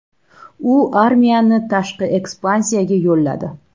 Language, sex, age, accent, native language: Uzbek, female, 18-24, Toshkent shahri, Uzbek